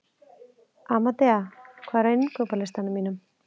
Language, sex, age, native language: Icelandic, female, 30-39, Icelandic